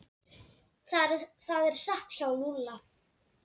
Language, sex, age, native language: Icelandic, female, 10, Dutch